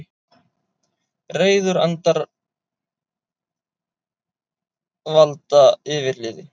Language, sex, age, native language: Icelandic, male, 30-39, Icelandic